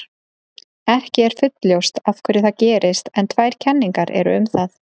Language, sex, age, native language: Icelandic, female, 30-39, Icelandic